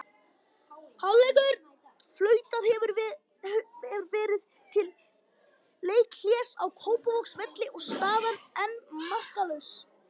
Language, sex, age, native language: Icelandic, female, 50-59, Icelandic